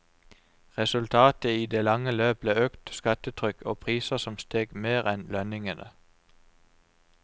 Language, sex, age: Norwegian, male, 29